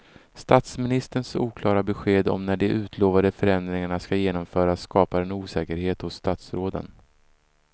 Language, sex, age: Swedish, male, 34